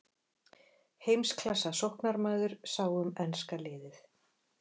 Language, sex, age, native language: Icelandic, female, 40-49, Icelandic